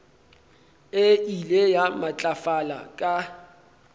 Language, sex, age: Northern Sotho, male, 23